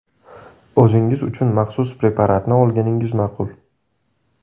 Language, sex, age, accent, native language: Uzbek, male, 18-24, Samarqand, Uzbek